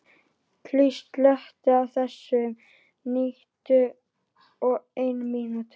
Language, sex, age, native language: Icelandic, female, 12, Icelandic